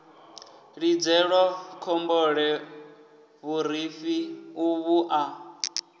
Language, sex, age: Venda, male, 19